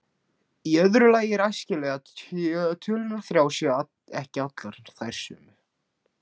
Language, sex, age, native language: Icelandic, male, 16, Icelandic